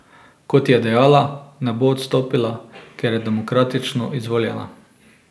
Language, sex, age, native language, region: Slovenian, male, 18-29, Slovenian, Drava region